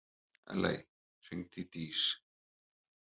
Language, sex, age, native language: Icelandic, male, 30-39, Icelandic